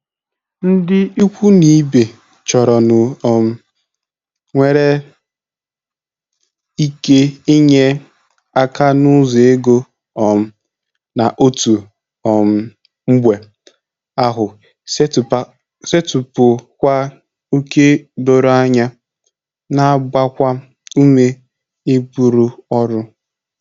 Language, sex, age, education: Igbo, male, 15-29, tertiary